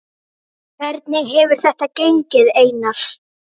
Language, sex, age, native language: Icelandic, female, 9, Icelandic